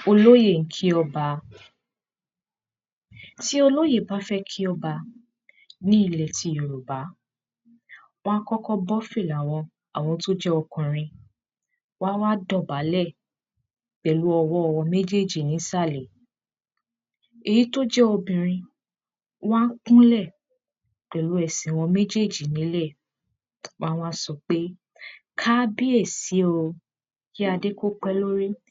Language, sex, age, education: Yoruba, female, 15-29, primary